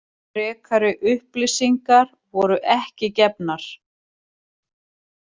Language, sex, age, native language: Icelandic, female, 40-49, Icelandic